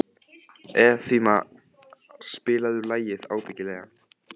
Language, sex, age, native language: Icelandic, male, 14, Icelandic